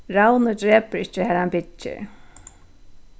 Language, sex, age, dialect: Faroese, female, 36-60, Suðurstreymoy